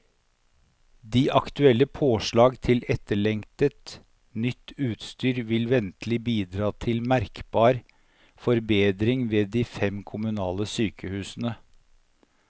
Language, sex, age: Norwegian, male, 57